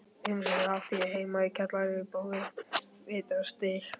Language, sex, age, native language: Icelandic, male, 12, Icelandic